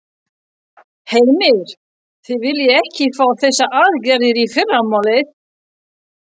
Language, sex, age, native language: Icelandic, female, 60-69, French